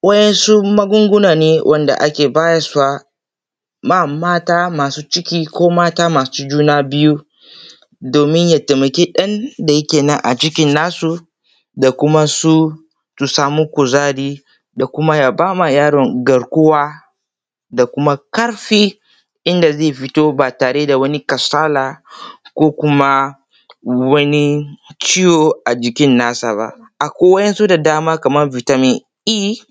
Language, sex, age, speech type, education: Hausa, male, 15-29, spontaneous, tertiary